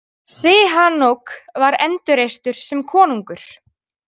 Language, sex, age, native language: Icelandic, female, 18-19, Icelandic